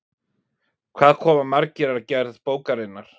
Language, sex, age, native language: Icelandic, male, 40-49, Icelandic